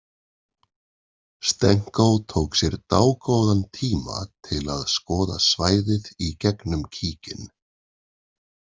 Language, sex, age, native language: Icelandic, male, 40-49, Icelandic